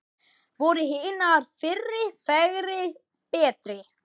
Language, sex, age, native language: Icelandic, male, 10, Icelandic